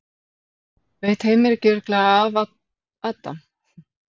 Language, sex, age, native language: Icelandic, female, 40-49, Icelandic